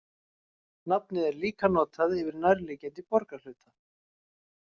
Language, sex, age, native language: Icelandic, male, 40-49, Icelandic